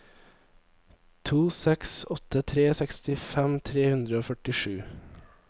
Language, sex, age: Norwegian, male, 23